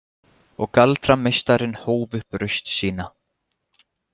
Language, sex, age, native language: Icelandic, male, 20-29, Icelandic